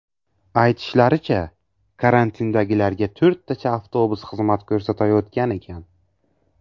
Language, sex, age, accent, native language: Uzbek, male, 18-24, Navoiy, Uzbek